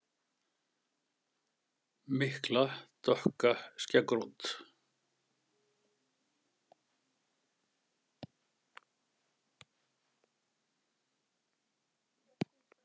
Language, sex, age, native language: Icelandic, male, 60-69, Icelandic